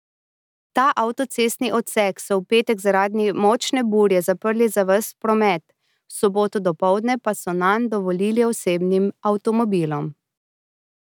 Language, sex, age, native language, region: Slovenian, female, 30-49, Slovenian, Drava region